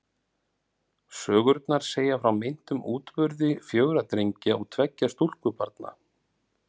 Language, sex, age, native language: Icelandic, male, 40-49, Icelandic